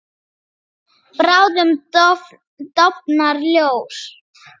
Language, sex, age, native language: Icelandic, female, 8, Icelandic